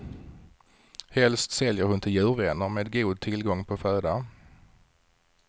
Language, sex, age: Swedish, male, 40